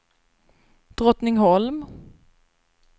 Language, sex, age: Swedish, female, 26